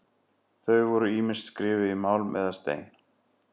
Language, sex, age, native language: Icelandic, male, 40-49, Icelandic